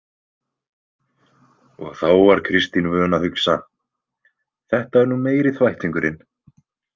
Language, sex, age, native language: Icelandic, male, 20-29, Icelandic